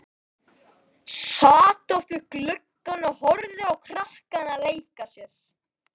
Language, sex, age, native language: Icelandic, female, 11, Icelandic